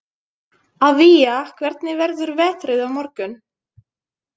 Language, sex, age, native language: Icelandic, female, 20-29, Finnish